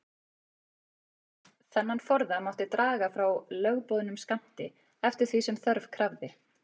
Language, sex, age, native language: Icelandic, female, 40-49, Icelandic